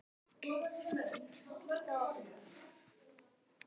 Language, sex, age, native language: Icelandic, female, 10, Icelandic